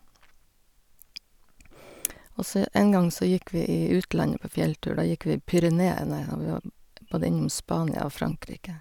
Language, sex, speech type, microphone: Norwegian, female, spontaneous, Sennheiser